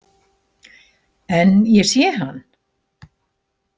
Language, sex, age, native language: Icelandic, female, 70-79, Icelandic